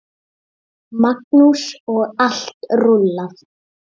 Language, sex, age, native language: Icelandic, male, 7, Icelandic